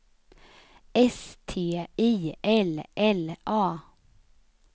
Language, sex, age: Swedish, female, 35